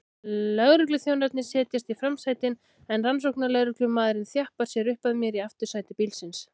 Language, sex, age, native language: Icelandic, female, 16, Icelandic